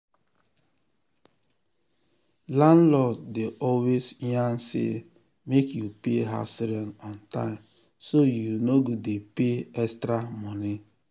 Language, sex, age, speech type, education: Nigerian Pidgin, male, 30-45, spontaneous, tertiary